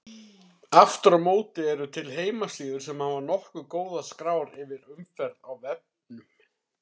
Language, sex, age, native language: Icelandic, male, 30-39, Icelandic